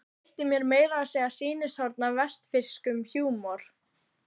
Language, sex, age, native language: Icelandic, female, 12, Icelandic